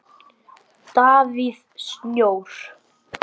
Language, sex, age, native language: Icelandic, male, 8, Icelandic